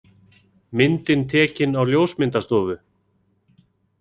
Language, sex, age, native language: Icelandic, male, 40-49, Icelandic